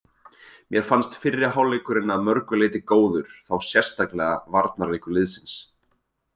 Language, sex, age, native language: Icelandic, male, 20-29, Icelandic